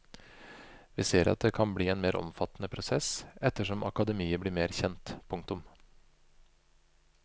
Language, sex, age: Norwegian, male, 25